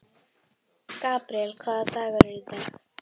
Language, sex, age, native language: Icelandic, female, 11, Icelandic